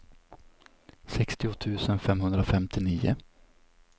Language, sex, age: Swedish, male, 27